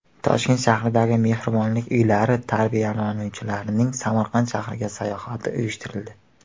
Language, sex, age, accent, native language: Uzbek, male, 18-24, Qashqadaryo, Uzbek